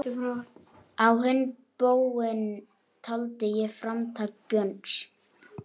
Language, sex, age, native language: Icelandic, male, 11, Icelandic